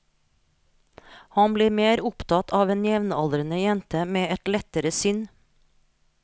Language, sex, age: Norwegian, female, 43